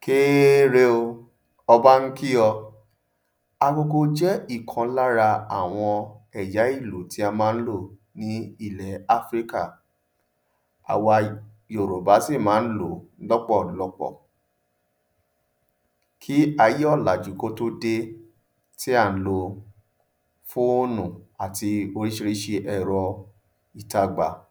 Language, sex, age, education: Yoruba, male, 30-45, tertiary